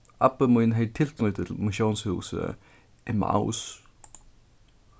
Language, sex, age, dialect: Faroese, male, 15-35, Suðurstreymoy